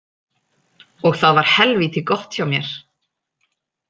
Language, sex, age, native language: Icelandic, female, 30-39, Icelandic